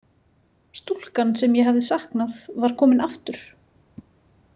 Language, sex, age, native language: Icelandic, female, 30-39, Icelandic